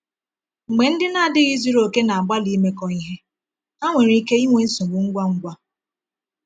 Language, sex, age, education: Igbo, female, 15-29, tertiary